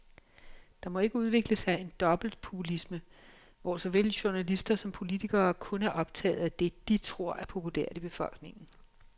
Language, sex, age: Danish, female, 56